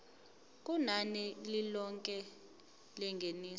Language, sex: Zulu, female